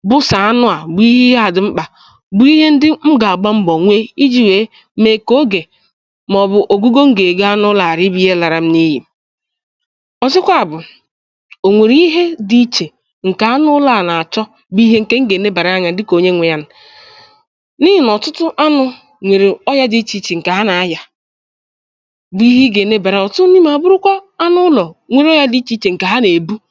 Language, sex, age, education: Igbo, female, 15-29, tertiary